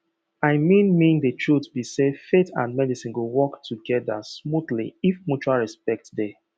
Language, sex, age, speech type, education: Nigerian Pidgin, male, 30-45, spontaneous, tertiary